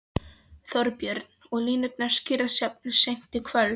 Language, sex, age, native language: Icelandic, female, 13, Polish